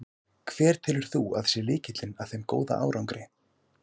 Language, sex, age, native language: Icelandic, male, 18-19, Icelandic